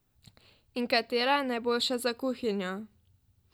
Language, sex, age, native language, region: Slovenian, female, 12-17, Slovenian, Drava region